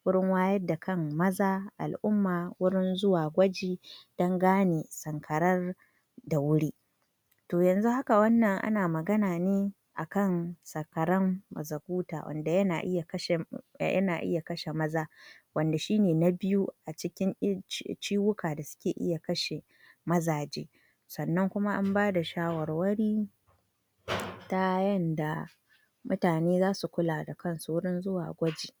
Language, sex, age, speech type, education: Hausa, female, 46-60, spontaneous, tertiary